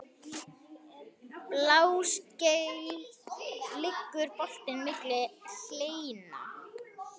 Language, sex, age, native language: Icelandic, male, 10, Icelandic